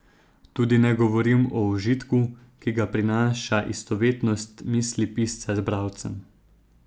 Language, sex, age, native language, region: Slovenian, male, 30-49, Slovenian, Zasavska region